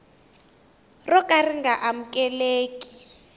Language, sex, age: Tsonga, female, 19